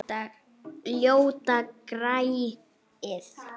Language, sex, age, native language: Icelandic, female, 8, Icelandic